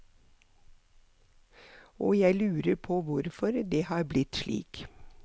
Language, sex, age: Norwegian, female, 63